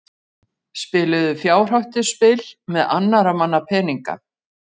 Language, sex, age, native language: Icelandic, female, 40-49, Icelandic